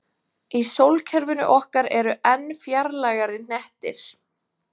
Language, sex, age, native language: Icelandic, female, 20-29, Icelandic